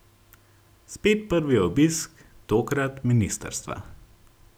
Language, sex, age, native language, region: Slovenian, male, 18-29, Slovenian, Gorenjska region